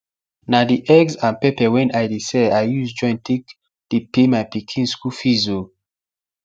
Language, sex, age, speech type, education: Nigerian Pidgin, male, 15-29, spontaneous, tertiary